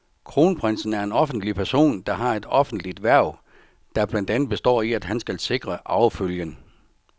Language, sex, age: Danish, male, 64